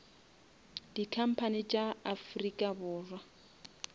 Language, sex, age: Northern Sotho, female, 27